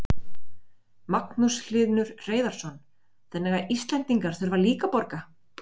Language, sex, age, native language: Icelandic, female, 20-29, Icelandic